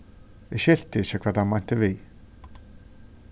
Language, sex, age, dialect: Faroese, male, 36-60, Suðurstreymoy